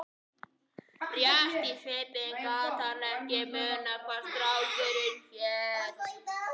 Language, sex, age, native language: Icelandic, male, 11, Icelandic